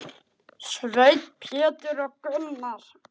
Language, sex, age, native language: Icelandic, female, 9, Icelandic